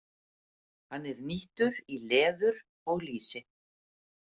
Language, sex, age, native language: Icelandic, female, 50-59, Icelandic